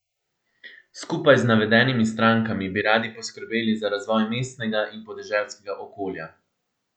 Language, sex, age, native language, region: Slovenian, male, 18-29, Slovenian, Central Slovenia